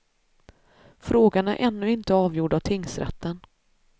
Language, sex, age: Swedish, female, 33